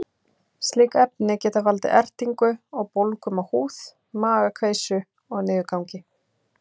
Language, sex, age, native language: Icelandic, female, 30-39, Icelandic